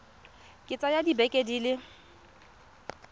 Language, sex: Tswana, female